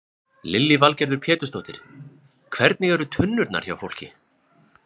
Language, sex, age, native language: Icelandic, male, 20-29, Icelandic